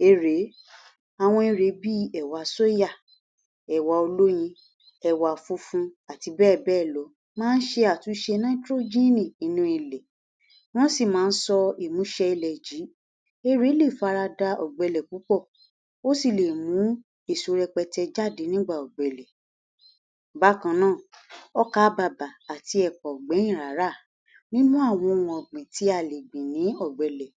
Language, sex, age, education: Yoruba, female, 60+, tertiary